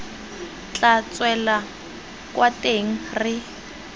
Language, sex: Tswana, female